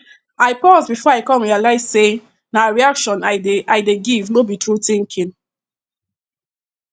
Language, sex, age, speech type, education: Nigerian Pidgin, female, 15-29, spontaneous, tertiary